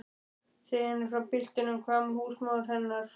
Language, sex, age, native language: Icelandic, male, 12, Icelandic